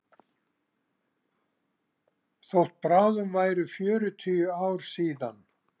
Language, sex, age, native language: Icelandic, male, 70-79, Icelandic